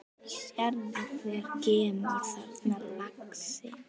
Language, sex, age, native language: Icelandic, female, 9, Icelandic